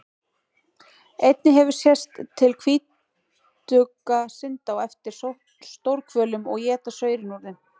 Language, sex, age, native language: Icelandic, female, 18-19, Icelandic